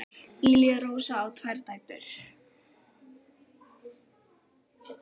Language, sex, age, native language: Icelandic, female, 9, Icelandic